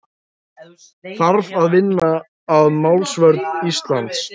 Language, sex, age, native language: Icelandic, male, 18-19, Icelandic